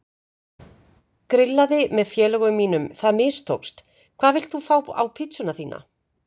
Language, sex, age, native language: Icelandic, female, 50-59, Icelandic